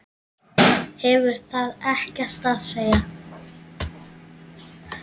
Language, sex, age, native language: Icelandic, male, 7, Icelandic